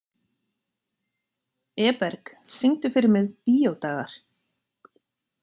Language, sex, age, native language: Icelandic, female, 40-49, Icelandic